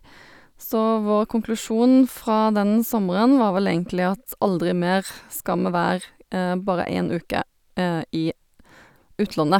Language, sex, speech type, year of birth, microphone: Norwegian, female, spontaneous, 1972, Sennheiser